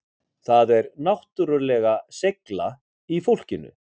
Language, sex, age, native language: Icelandic, male, 50-59, Icelandic